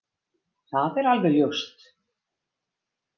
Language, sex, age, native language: Icelandic, female, 50-59, Icelandic